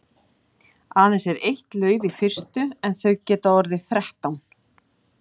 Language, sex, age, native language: Icelandic, female, 40-49, Icelandic